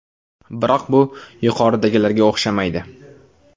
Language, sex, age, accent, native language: Uzbek, male, 18-24, Toshkent viloyati, Uzbek